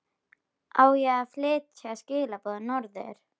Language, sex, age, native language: Icelandic, female, 12, Icelandic